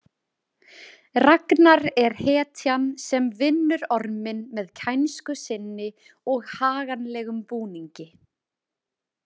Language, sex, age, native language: Icelandic, female, 20-29, Icelandic